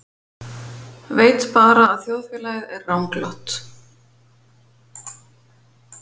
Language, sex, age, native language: Icelandic, female, 50-59, Icelandic